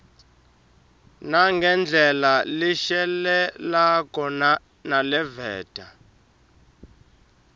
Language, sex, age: Swati, male, 23